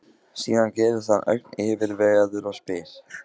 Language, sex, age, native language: Icelandic, male, 15, Icelandic